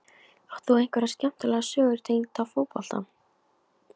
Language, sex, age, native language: Icelandic, female, 15, Icelandic